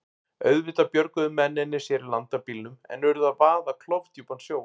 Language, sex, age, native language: Icelandic, male, 40-49, Icelandic